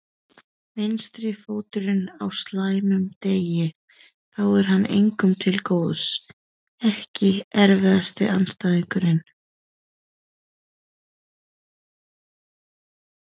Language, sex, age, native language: Icelandic, female, 30-39, Icelandic